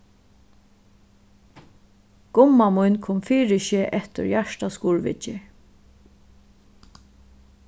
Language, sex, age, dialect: Faroese, female, 36-60, Suðuroy